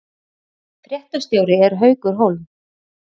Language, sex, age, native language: Icelandic, female, 40-49, Icelandic